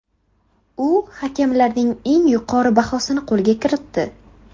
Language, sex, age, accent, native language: Uzbek, female, 18-24, Qashqadaryo, Uzbek